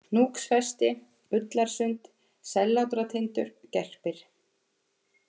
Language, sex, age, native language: Icelandic, female, 50-59, Icelandic